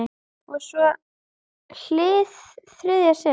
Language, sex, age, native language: Icelandic, female, 10, Icelandic